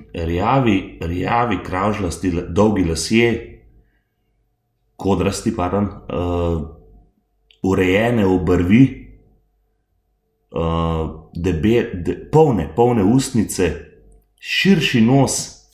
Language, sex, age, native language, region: Slovenian, male, 30-49, Slovenian, Gorenjska region